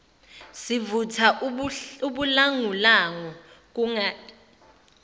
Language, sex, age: Zulu, female, 21